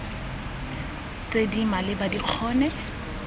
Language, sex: Tswana, female